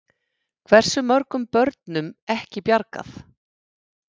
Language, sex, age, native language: Icelandic, female, 50-59, Icelandic